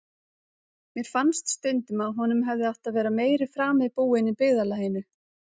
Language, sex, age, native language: Icelandic, female, 30-39, Icelandic